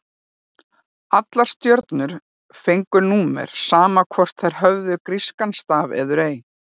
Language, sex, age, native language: Icelandic, female, 40-49, Icelandic